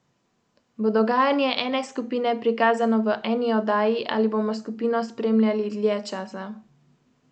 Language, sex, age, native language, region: Slovenian, female, 18-29, Slovenian, Central Slovenia